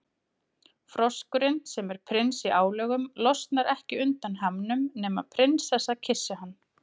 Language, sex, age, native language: Icelandic, female, 30-39, Icelandic